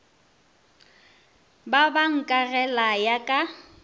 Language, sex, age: Northern Sotho, female, 24